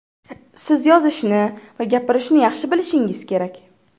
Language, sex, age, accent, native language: Uzbek, female, 12-17, Farg'ona, Uzbek